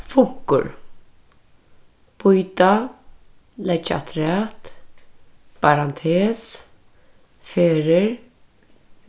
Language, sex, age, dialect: Faroese, female, 36-60, Norðurstreymoy/Eysturoy